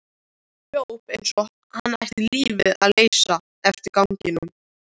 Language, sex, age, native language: Icelandic, male, 13, Icelandic